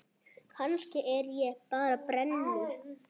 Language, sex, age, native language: Icelandic, female, 7, Icelandic